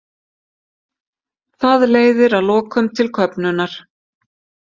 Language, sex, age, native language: Icelandic, female, 50-59, Icelandic